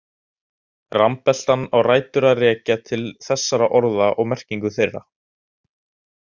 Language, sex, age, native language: Icelandic, male, 18-19, Icelandic